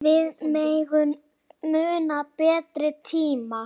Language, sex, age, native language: Icelandic, female, 7, Icelandic